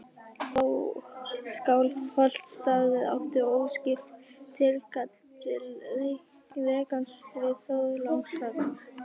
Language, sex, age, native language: Icelandic, female, 11, Icelandic